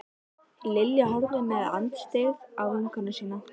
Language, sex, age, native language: Icelandic, female, 13, Icelandic